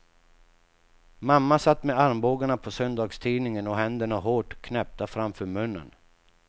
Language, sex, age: Swedish, male, 48